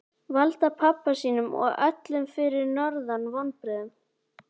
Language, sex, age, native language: Icelandic, female, 11, Icelandic